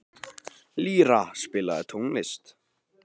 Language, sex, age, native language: Icelandic, male, 15, Icelandic